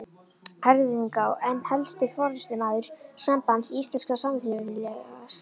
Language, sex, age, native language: Icelandic, female, 11, Icelandic